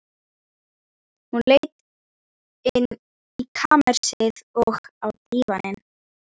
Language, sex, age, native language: Icelandic, female, 12, Icelandic